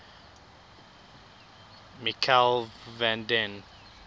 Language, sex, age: English, male, 22